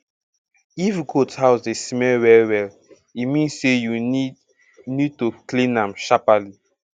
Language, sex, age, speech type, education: Nigerian Pidgin, male, 15-29, spontaneous, secondary